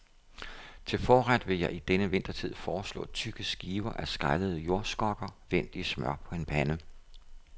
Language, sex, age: Danish, male, 57